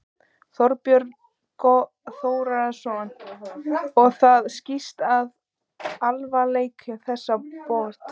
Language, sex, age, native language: Icelandic, female, 14, Icelandic